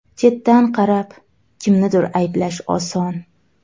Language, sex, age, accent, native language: Uzbek, female, 18-24, Navoiy, Uzbek